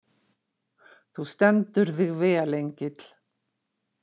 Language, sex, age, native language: Icelandic, female, 60-69, Icelandic